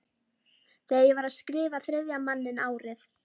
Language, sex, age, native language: Icelandic, female, 12, Icelandic